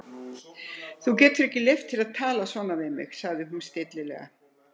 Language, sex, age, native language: Icelandic, female, 70-79, Icelandic